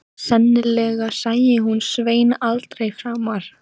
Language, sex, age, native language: Icelandic, female, 13, Icelandic